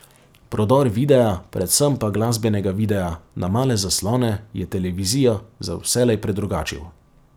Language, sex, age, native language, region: Slovenian, male, 30-49, Slovenian, Savinja region